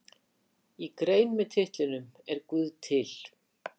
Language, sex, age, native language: Icelandic, female, 60-69, Icelandic